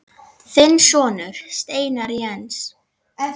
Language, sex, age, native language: Icelandic, female, 10, Icelandic